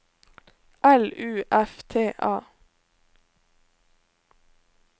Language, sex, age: Norwegian, female, 21